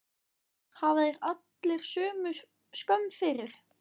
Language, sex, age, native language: Icelandic, male, 10, Icelandic